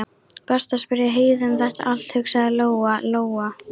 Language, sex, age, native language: Icelandic, female, 13, Icelandic